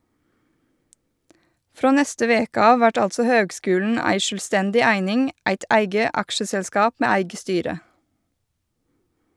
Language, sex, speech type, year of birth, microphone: Norwegian, female, read, 1986, Shure